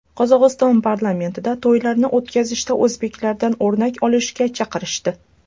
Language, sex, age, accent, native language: Uzbek, female, under 19, Toshkent shahri, Uzbek